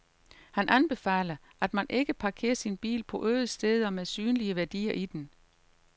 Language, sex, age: Danish, female, 38